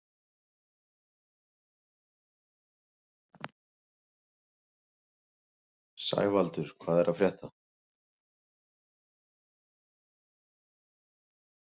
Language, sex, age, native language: Icelandic, male, 20-29, Icelandic